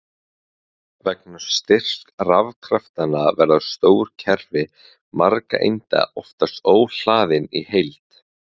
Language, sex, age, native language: Icelandic, male, 20-29, Icelandic